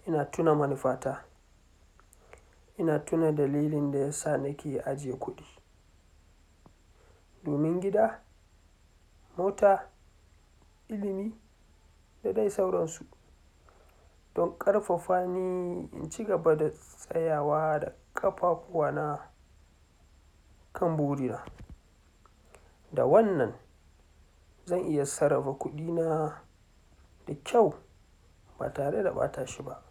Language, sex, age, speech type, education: Hausa, male, 46-60, spontaneous, tertiary